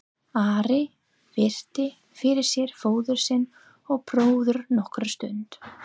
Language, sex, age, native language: Icelandic, female, 30-39, English